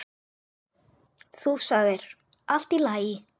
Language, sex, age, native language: Icelandic, male, 8, Icelandic